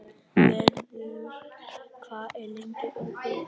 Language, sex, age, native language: Icelandic, male, 11, Vietnamese